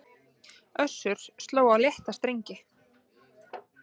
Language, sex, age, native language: Icelandic, female, 30-39, Icelandic